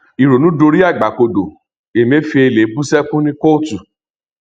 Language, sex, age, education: Yoruba, male, 46-60, tertiary